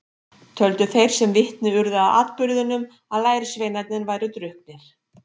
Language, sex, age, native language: Icelandic, female, 50-59, Icelandic